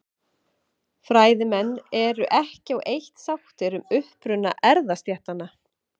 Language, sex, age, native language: Icelandic, female, 30-39, Icelandic